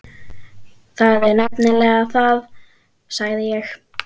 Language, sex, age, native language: Icelandic, female, 12, Icelandic